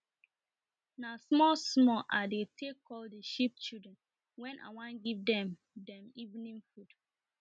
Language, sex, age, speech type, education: Nigerian Pidgin, female, 30-45, spontaneous, tertiary